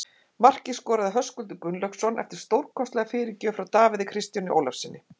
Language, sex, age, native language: Icelandic, female, 50-59, Icelandic